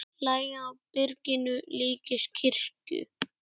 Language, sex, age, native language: Icelandic, male, 8, Icelandic